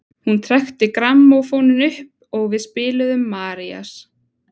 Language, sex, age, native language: Icelandic, female, 20-29, Icelandic